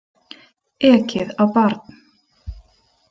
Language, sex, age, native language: Icelandic, female, 30-39, Icelandic